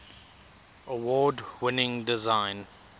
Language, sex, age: English, male, 22